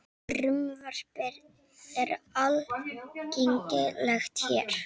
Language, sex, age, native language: Icelandic, female, 18-19, Icelandic